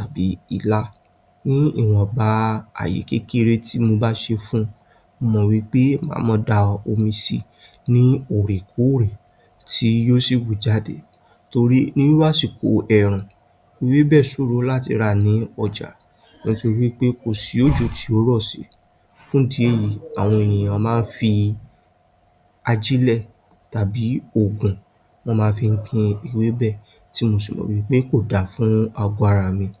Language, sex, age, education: Yoruba, male, 46-60, tertiary